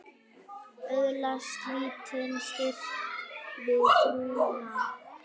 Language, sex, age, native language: Icelandic, female, 9, Icelandic